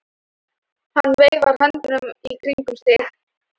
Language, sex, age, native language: Icelandic, female, 13, Thai